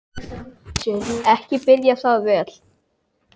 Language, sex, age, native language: Icelandic, male, 10, Icelandic